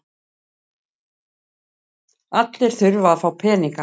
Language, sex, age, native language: Icelandic, female, 60-69, Icelandic